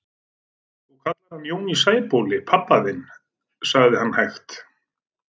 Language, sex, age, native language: Icelandic, male, 40-49, Icelandic